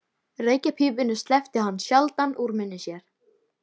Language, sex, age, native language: Icelandic, female, 13, Icelandic